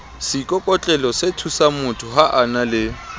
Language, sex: Southern Sotho, male